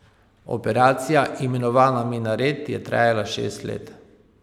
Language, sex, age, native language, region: Slovenian, male, 30-49, Slovenian, Pomurje region